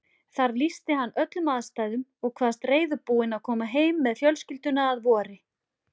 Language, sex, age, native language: Icelandic, female, 40-49, Icelandic